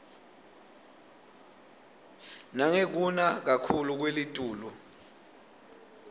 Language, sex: Swati, male